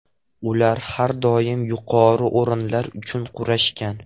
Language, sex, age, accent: Uzbek, male, 12-17, Toshkent viloyati